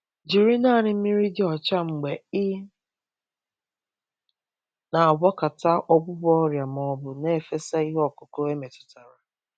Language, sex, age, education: Igbo, male, 15-29, secondary